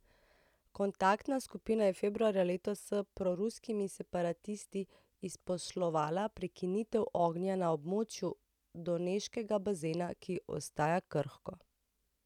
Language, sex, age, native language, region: Slovenian, female, 30-49, Slovenian, Central Slovenia